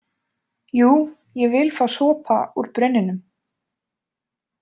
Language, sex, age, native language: Icelandic, female, 20-29, Icelandic